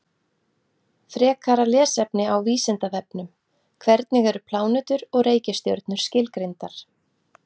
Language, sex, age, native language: Icelandic, female, 40-49, Icelandic